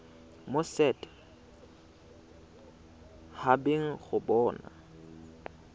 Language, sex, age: Tswana, male, 20